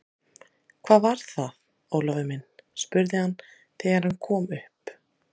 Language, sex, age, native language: Icelandic, female, 30-39, Icelandic